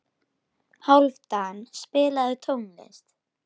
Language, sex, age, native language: Icelandic, female, 12, Icelandic